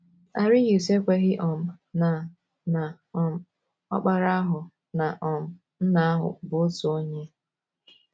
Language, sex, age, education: Igbo, female, 15-29, tertiary